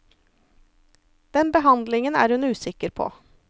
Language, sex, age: Norwegian, female, 34